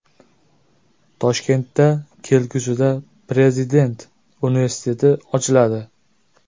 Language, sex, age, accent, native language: Uzbek, male, 18-24, Jizzax, Uzbek